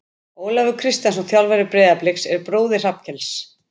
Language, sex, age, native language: Icelandic, female, 50-59, Icelandic